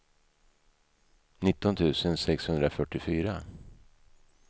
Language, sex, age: Swedish, male, 55